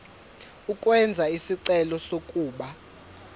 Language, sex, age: Zulu, male, 24